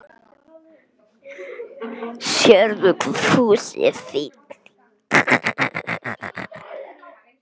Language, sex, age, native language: Icelandic, male, 10, Icelandic